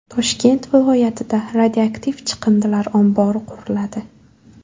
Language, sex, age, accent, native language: Uzbek, female, 18-24, Buxoro, Uzbek